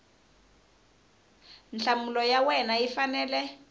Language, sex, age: Tsonga, female, 20